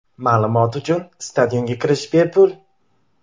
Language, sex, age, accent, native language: Uzbek, male, 18-24, Toshkent shahri, Uzbek